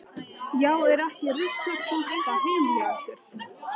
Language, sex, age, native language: Icelandic, female, 13, Icelandic